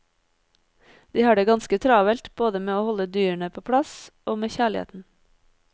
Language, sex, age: Norwegian, female, 30